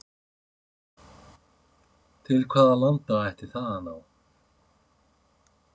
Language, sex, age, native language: Icelandic, male, 50-59, Icelandic